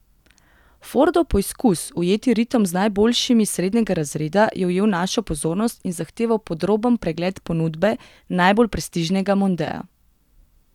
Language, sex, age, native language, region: Slovenian, female, 18-29, Slovenian, Gorenjska region